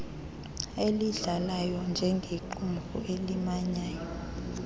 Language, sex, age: Xhosa, female, 26